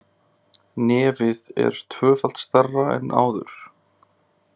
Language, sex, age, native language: Icelandic, male, 30-39, Icelandic